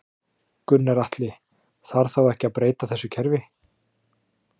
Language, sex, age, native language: Icelandic, male, 30-39, Icelandic